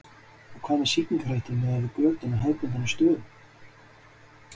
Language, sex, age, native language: Icelandic, male, 30-39, Icelandic